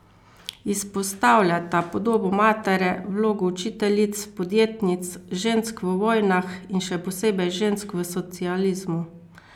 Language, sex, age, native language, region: Slovenian, female, 50-59, Slovenian, Carinthia region